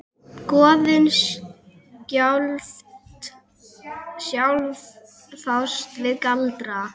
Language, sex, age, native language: Icelandic, female, 8, Icelandic